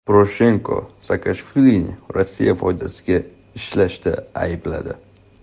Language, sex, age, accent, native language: Uzbek, male, 18-24, Toshkent shahri, Uzbek